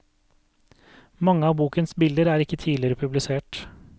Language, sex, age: Norwegian, male, 32